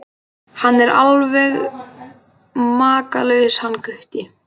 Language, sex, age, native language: Icelandic, male, 12, Icelandic